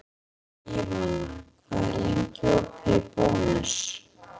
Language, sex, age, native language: Icelandic, female, 40-49, Icelandic